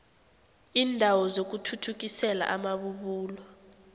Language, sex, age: South Ndebele, female, 18